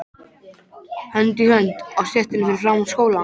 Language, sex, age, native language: Icelandic, male, 13, Icelandic